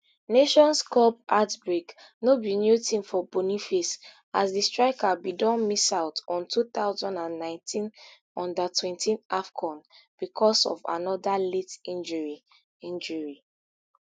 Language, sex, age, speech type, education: Nigerian Pidgin, female, 15-29, spontaneous, tertiary